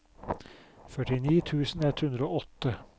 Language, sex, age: Norwegian, male, 44